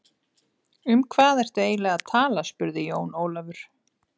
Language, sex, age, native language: Icelandic, female, 30-39, Icelandic